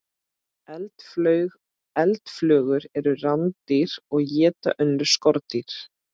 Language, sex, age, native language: Icelandic, female, 30-39, Icelandic